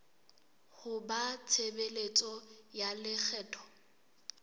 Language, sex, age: Southern Sotho, female, 23